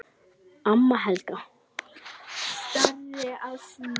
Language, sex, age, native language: Icelandic, female, 10, Icelandic